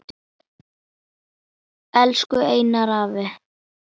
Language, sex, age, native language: Icelandic, female, 10, Icelandic